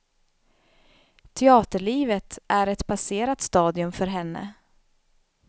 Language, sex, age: Swedish, female, 32